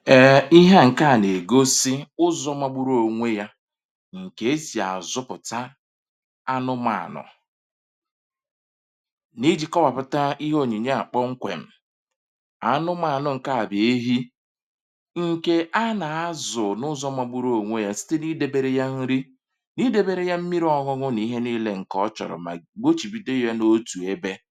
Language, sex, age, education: Igbo, male, 30-45, tertiary